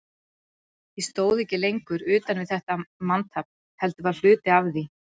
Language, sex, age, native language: Icelandic, female, 40-49, Icelandic